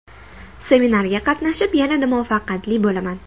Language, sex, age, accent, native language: Uzbek, female, 19-29, Toshkent shahri, Uzbek